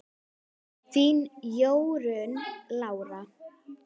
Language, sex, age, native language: Icelandic, female, 10, Icelandic